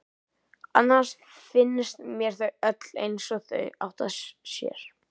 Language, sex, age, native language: Icelandic, male, 18-19, Icelandic